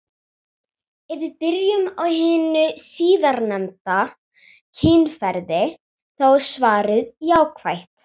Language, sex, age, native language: Icelandic, female, 40-49, Icelandic